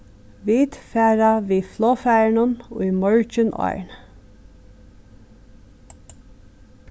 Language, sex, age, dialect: Faroese, female, 36-60, Suðurstreymoy